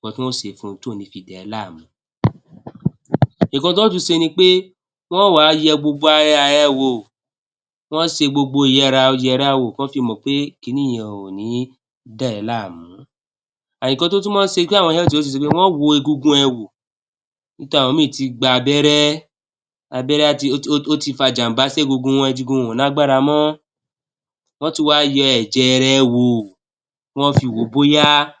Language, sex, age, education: Yoruba, male, 46-60, tertiary